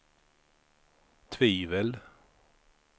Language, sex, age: Swedish, male, 53